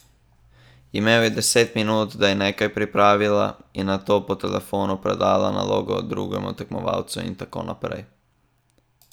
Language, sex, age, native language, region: Slovenian, male, 18-29, Slovenian, Southeast Slovenia